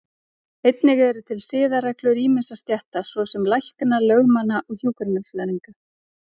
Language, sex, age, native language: Icelandic, female, 30-39, Icelandic